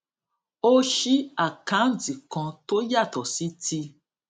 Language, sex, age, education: Yoruba, female, 46-60, tertiary